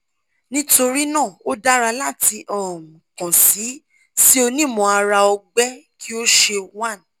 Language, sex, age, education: Yoruba, female, 15-29, tertiary